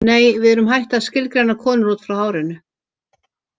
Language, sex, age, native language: Icelandic, female, 50-59, Icelandic